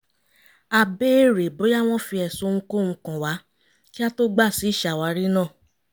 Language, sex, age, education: Yoruba, female, 30-45, tertiary